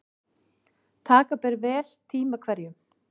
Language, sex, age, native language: Icelandic, female, 40-49, Icelandic